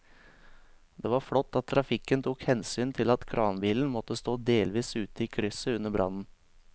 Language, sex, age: Norwegian, male, 23